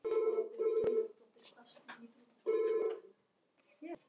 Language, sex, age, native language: Icelandic, male, 12, Icelandic